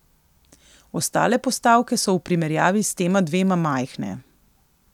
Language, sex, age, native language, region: Slovenian, female, 18-29, Slovenian, Coastal Karst region